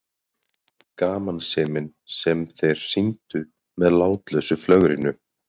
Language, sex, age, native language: Icelandic, male, 30-39, Icelandic